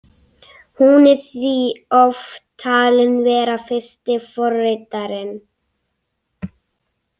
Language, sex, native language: Icelandic, other, Icelandic